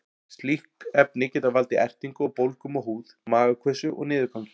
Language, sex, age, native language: Icelandic, male, 40-49, Icelandic